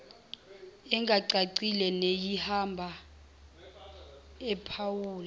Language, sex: Zulu, female